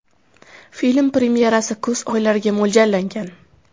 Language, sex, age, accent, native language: Uzbek, female, under 19, Toshkent viloyati, Uzbek